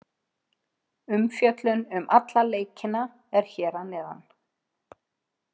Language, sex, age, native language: Icelandic, female, 50-59, Icelandic